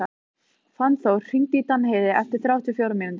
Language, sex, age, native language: Icelandic, female, 15, Icelandic